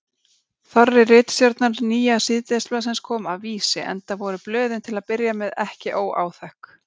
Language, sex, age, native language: Icelandic, female, 30-39, Icelandic